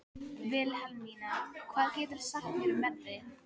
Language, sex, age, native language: Icelandic, female, 13, Filipino